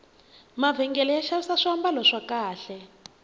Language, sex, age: Tsonga, female, 21